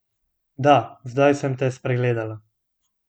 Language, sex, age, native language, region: Slovenian, male, 18-29, Slovenian, Gorenjska region